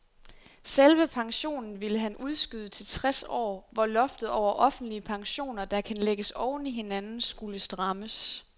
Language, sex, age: Danish, female, 23